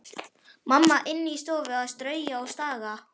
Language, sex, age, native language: Icelandic, male, 11, Icelandic